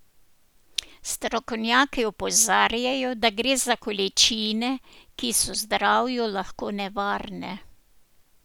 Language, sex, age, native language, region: Slovenian, female, 60+, Slovenian, Posavska region